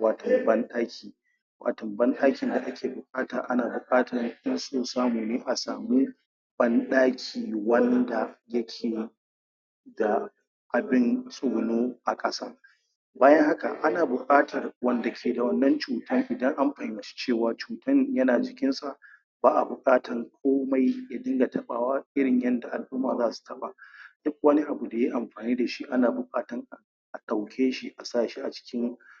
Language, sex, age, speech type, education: Hausa, male, 30-45, spontaneous, tertiary